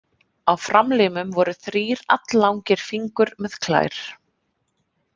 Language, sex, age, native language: Icelandic, female, 30-39, Icelandic